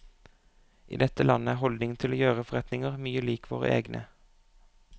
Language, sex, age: Norwegian, male, 25